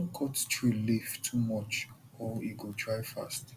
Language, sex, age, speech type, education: Nigerian Pidgin, male, 30-45, spontaneous, tertiary